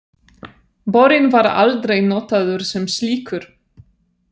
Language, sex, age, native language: Icelandic, female, 30-39, Polish